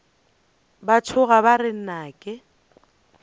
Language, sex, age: Northern Sotho, female, 29